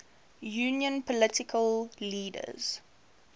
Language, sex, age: English, female, 18